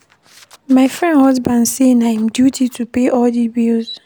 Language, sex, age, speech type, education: Nigerian Pidgin, female, 15-29, read, primary